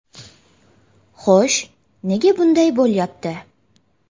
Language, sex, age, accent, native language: Uzbek, female, 18-24, Jizzax, Uzbek